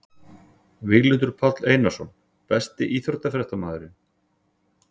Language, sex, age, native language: Icelandic, male, 40-49, Icelandic